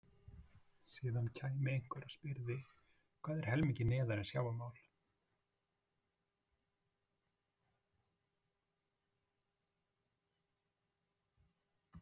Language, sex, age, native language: Icelandic, male, 40-49, Icelandic